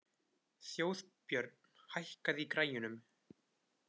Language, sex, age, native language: Icelandic, male, 20-29, Icelandic